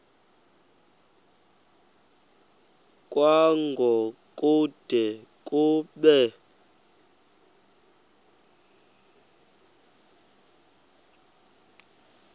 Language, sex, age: Xhosa, male, 23